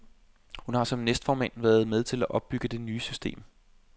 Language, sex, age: Danish, male, 25